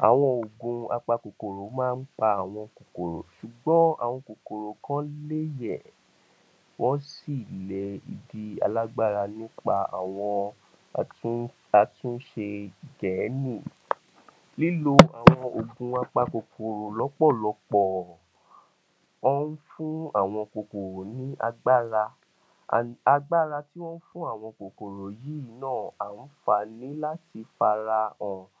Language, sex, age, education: Yoruba, male, 46-60, tertiary